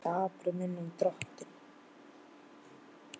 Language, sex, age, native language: Icelandic, male, 12, Icelandic